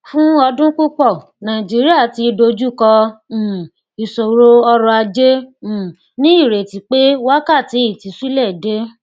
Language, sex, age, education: Yoruba, female, 15-29, tertiary